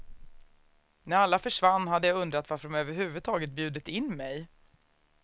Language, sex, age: Swedish, female, 36